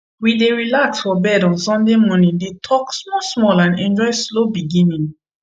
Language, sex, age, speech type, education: Nigerian Pidgin, female, 15-29, spontaneous, tertiary